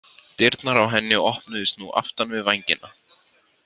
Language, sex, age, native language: Icelandic, male, 50-59, Icelandic